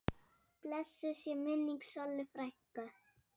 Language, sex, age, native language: Icelandic, female, 7, Icelandic